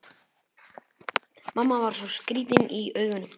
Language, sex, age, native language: Icelandic, male, 11, Icelandic